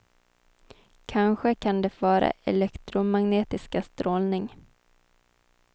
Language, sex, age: Swedish, female, 23